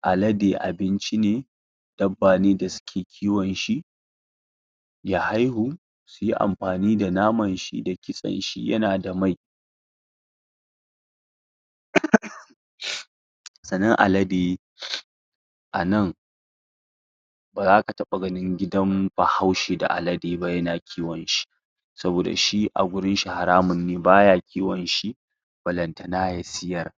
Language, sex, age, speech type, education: Hausa, female, 60+, spontaneous, secondary